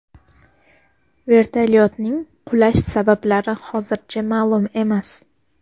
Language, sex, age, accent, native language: Uzbek, female, 12-17, Toshkent shahri, Uzbek